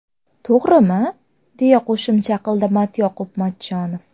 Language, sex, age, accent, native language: Uzbek, female, 18-24, Farg'ona, Uzbek